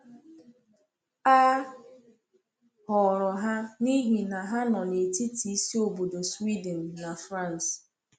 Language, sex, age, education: Igbo, female, 15-29, tertiary